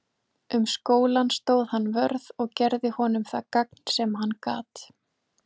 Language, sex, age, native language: Icelandic, female, 20-29, Icelandic